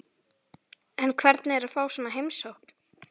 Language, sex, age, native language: Icelandic, female, 11, Icelandic